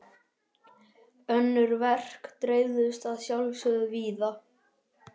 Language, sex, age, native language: Icelandic, male, 11, Icelandic